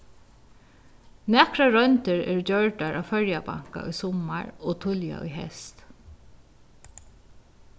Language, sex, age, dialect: Faroese, female, 36-60, Vágar